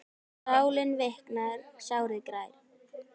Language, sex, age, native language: Icelandic, female, 10, Icelandic